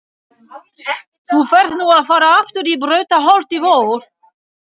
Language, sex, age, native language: Icelandic, female, 60-69, French